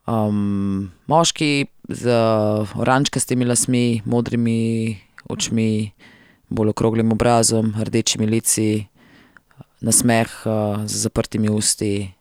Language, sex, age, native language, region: Slovenian, female, 30-49, Slovenian, Central Slovenia